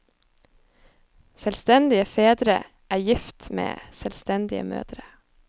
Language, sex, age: Norwegian, female, 25